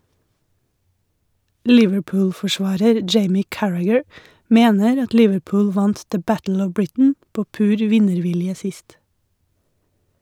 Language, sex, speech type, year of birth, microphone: Norwegian, female, read, 1981, Shure